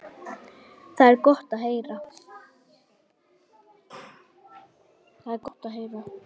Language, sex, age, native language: Icelandic, female, 8, Icelandic